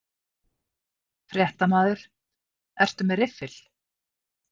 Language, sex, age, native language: Icelandic, female, 50-59, Icelandic